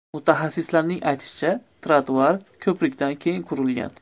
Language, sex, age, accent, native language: Uzbek, male, 25-34, Andijon, Uzbek